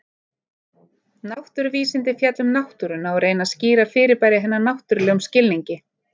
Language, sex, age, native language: Icelandic, female, 30-39, Icelandic